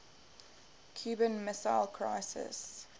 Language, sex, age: English, female, 18